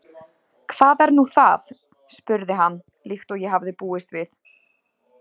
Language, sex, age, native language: Icelandic, female, 20-29, Icelandic